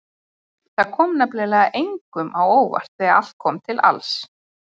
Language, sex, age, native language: Icelandic, female, 20-29, Icelandic